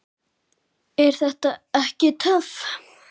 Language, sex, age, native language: Icelandic, male, 7, Icelandic